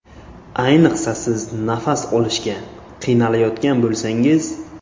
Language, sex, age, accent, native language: Uzbek, male, 18-24, Buxoro, Uzbek